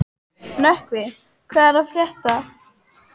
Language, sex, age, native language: Icelandic, female, 18-19, Icelandic